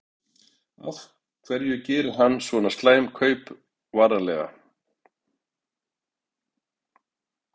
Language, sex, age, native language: Icelandic, male, 60-69, Icelandic